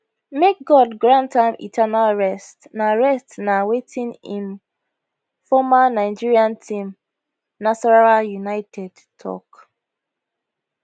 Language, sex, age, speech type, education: Nigerian Pidgin, female, 15-29, spontaneous, tertiary